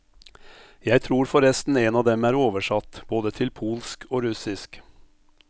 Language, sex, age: Norwegian, male, 57